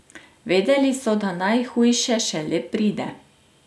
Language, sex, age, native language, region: Slovenian, female, 30-49, Slovenian, Drava region